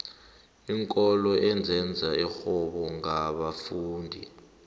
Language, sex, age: South Ndebele, male, 18